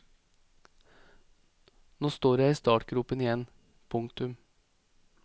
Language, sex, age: Norwegian, male, 28